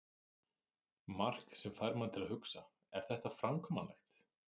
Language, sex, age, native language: Icelandic, male, 30-39, Icelandic